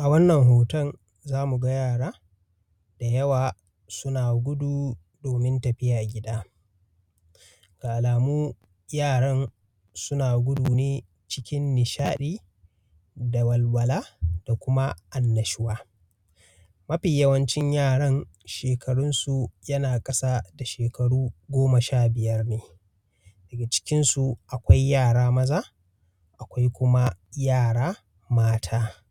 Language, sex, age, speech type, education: Hausa, male, 15-29, spontaneous, primary